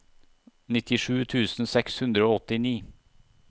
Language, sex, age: Norwegian, male, 41